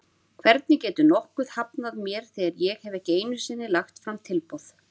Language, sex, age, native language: Icelandic, female, 30-39, Icelandic